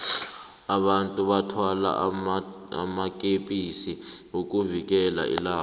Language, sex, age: South Ndebele, male, 18